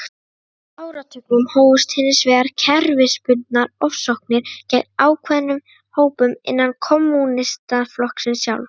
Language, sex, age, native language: Icelandic, female, 30-39, Icelandic